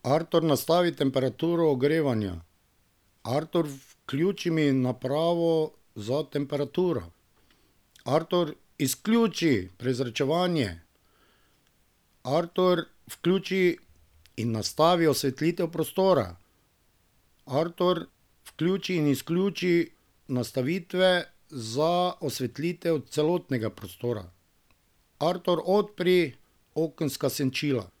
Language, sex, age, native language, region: Slovenian, male, 50-59, Slovenian, Drava region